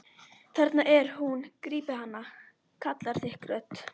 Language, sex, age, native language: Icelandic, female, 11, Icelandic